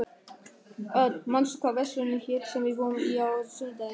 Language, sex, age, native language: Icelandic, male, 13, German